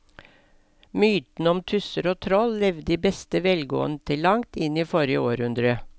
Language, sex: Norwegian, female